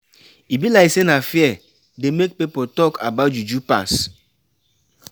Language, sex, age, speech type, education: Nigerian Pidgin, male, 15-29, spontaneous, tertiary